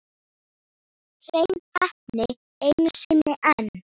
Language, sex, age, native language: Icelandic, female, 8, Icelandic